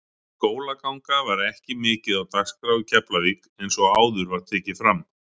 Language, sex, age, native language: Icelandic, male, 40-49, Icelandic